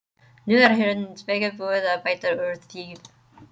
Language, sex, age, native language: Icelandic, female, 30-39, English